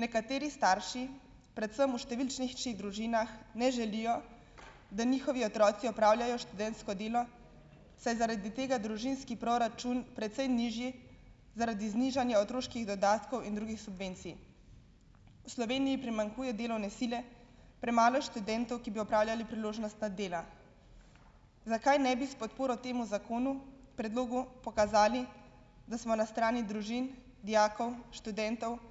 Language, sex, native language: Slovenian, female, Slovenian